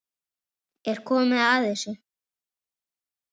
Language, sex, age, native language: Icelandic, male, 8, Icelandic